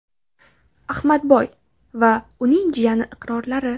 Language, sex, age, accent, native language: Uzbek, female, 18-24, Farg'ona, Uzbek